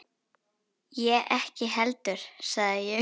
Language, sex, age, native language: Icelandic, female, 10, Icelandic